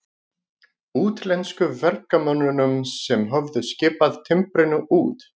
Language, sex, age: Icelandic, male, 40-49